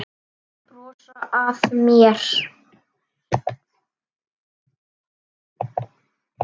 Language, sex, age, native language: Icelandic, male, 9, Icelandic